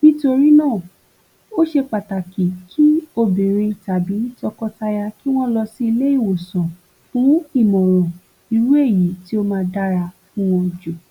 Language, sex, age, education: Yoruba, female, 15-29, tertiary